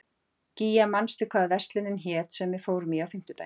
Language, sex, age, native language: Icelandic, female, 40-49, Icelandic